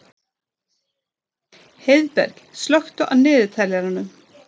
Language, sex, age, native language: Icelandic, female, 30-39, Swedish